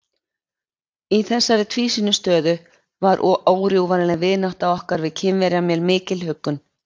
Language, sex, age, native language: Icelandic, female, 20-29, Icelandic